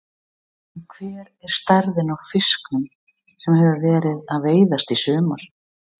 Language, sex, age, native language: Icelandic, female, 60-69, Icelandic